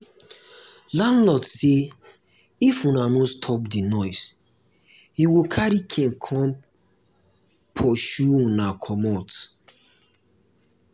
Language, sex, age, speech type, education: Nigerian Pidgin, male, 15-29, spontaneous, tertiary